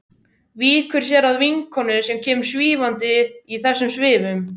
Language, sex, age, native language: Icelandic, male, 12, Icelandic